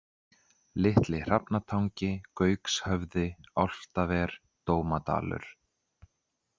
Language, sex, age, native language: Icelandic, male, 30-39, Icelandic